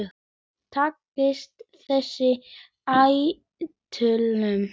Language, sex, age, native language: Icelandic, male, 10, Icelandic